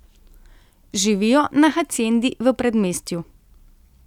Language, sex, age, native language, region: Slovenian, female, 30-49, Slovenian, Central Slovenia